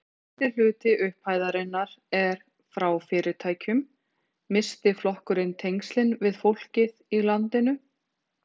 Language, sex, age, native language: Icelandic, female, 40-49, Icelandic